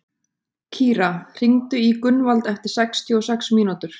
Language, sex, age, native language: Icelandic, female, 30-39, Icelandic